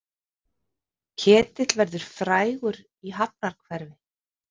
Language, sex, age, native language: Icelandic, female, 50-59, Icelandic